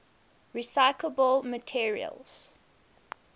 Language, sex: English, female